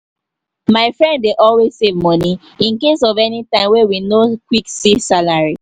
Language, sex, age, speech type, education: Nigerian Pidgin, female, 15-29, spontaneous, tertiary